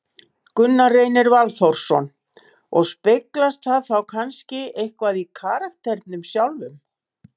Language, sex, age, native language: Icelandic, female, 70-79, Icelandic